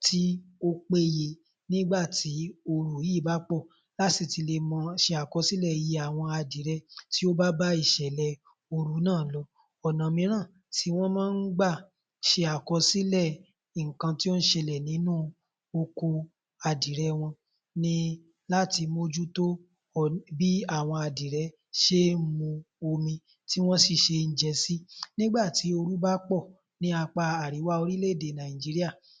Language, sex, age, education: Yoruba, male, 15-29, tertiary